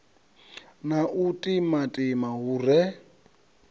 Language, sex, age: Venda, male, 39